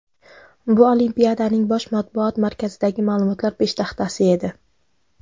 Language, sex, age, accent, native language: Uzbek, female, 19-29, Jizzax, Uzbek